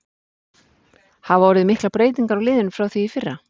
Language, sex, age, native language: Icelandic, female, 40-49, Icelandic